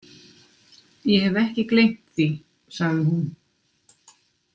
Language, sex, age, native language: Icelandic, female, 60-69, Icelandic